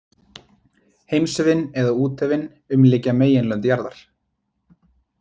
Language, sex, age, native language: Icelandic, male, 20-29, Icelandic